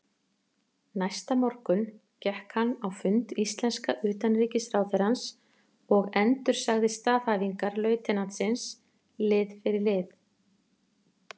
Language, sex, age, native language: Icelandic, female, 40-49, Icelandic